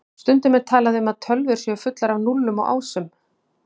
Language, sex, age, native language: Icelandic, female, 50-59, Icelandic